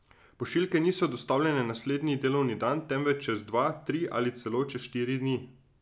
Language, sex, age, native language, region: Slovenian, male, 30-49, Slovenian, Drava region